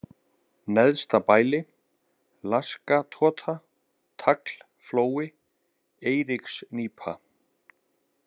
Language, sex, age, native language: Icelandic, male, 30-39, Icelandic